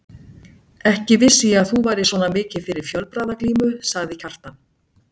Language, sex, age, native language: Icelandic, female, 60-69, Icelandic